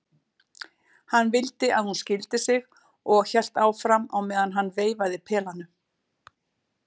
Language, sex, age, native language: Icelandic, female, 60-69, Icelandic